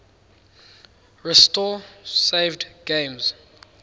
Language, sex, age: English, male, 19